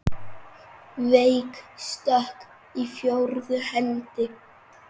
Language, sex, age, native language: Icelandic, male, 9, Icelandic